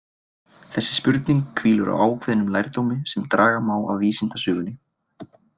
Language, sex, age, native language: Icelandic, male, 20-29, Icelandic